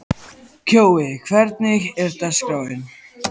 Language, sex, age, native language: Icelandic, male, 14, Icelandic